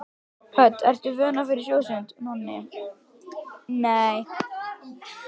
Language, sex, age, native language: Icelandic, male, 11, Icelandic